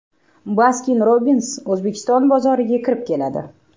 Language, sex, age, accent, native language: Uzbek, female, 18-24, Toshkent shahri, Uzbek